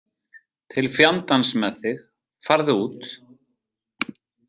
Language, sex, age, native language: Icelandic, male, 40-49, Icelandic